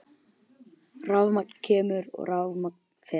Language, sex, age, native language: Icelandic, male, 10, Icelandic